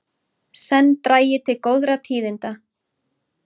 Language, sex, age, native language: Icelandic, female, 30-39, Icelandic